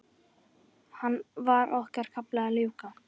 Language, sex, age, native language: Icelandic, female, 10, Icelandic